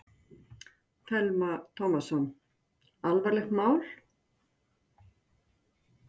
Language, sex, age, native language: Icelandic, female, 60-69, Icelandic